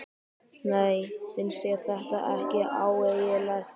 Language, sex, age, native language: Icelandic, male, 12, Icelandic